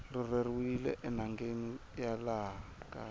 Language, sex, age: Tsonga, male, 25